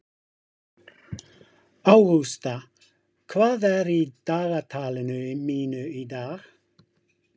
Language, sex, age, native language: Icelandic, male, 50-59, English